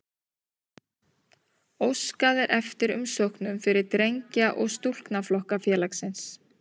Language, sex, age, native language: Icelandic, female, 30-39, Icelandic